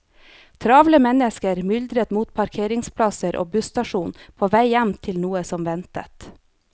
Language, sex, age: Norwegian, female, 30